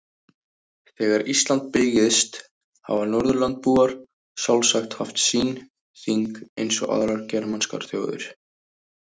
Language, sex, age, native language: Icelandic, male, 18-19, Icelandic